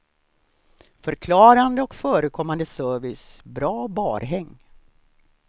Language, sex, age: Swedish, female, 63